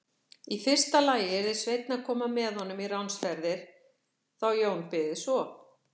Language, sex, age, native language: Icelandic, female, 60-69, Icelandic